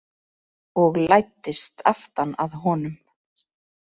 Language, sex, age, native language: Icelandic, female, 30-39, Icelandic